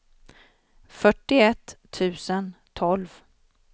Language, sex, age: Swedish, female, 40